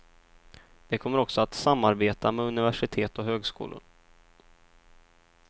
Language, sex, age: Swedish, male, 23